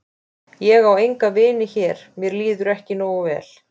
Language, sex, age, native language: Icelandic, female, 20-29, Icelandic